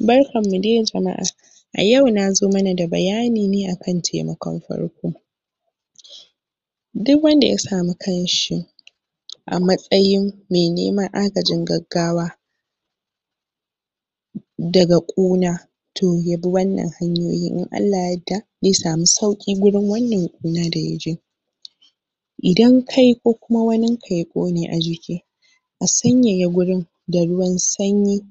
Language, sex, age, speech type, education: Hausa, female, 15-29, spontaneous, tertiary